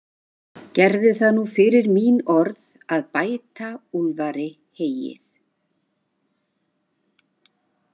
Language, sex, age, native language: Icelandic, female, 50-59, Icelandic